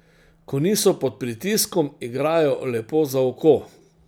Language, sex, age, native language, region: Slovenian, male, 60+, Slovenian, Central Slovenia